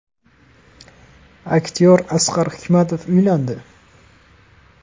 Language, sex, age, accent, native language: Uzbek, male, 18-24, Andijon, Uzbek